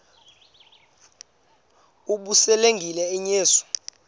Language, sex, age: Xhosa, male, 26